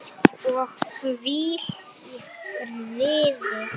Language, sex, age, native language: Icelandic, male, 9, Icelandic